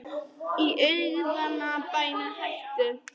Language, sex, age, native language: Icelandic, female, 10, Polish